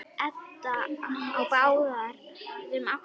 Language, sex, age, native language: Icelandic, female, 10, Icelandic